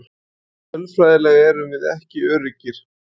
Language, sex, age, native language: Icelandic, male, 20-29, Icelandic